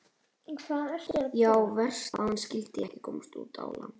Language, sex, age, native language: Icelandic, male, 11, Icelandic